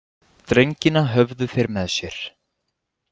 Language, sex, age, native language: Icelandic, male, 20-29, Icelandic